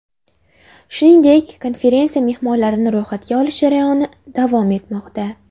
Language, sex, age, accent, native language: Uzbek, female, under 19, Jizzax, Uzbek